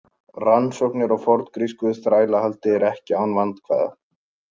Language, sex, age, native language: Icelandic, male, 20-29, Icelandic